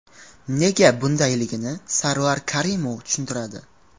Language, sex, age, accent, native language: Uzbek, male, 18-24, Qashqadaryo, Uzbek